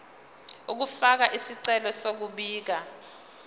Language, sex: Zulu, female